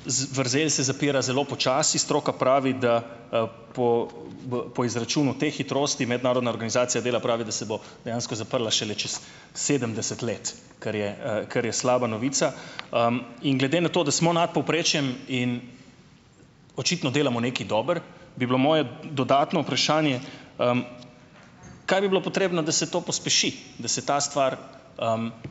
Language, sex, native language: Slovenian, male, Slovenian